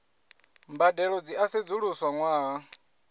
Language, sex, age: Venda, male, 20